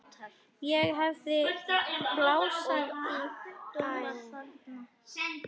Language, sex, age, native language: Icelandic, male, 9, Icelandic